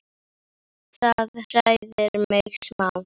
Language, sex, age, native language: Icelandic, female, 10, Icelandic